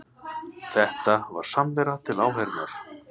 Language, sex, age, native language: Icelandic, male, 30-39, Icelandic